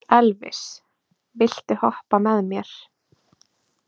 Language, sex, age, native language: Icelandic, female, 20-29, Icelandic